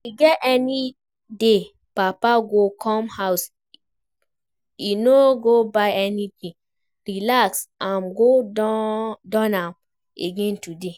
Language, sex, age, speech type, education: Nigerian Pidgin, female, 15-29, read, primary